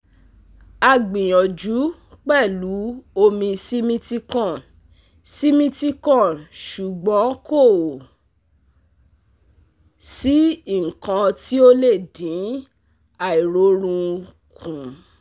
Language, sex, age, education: Yoruba, female, 30-45, tertiary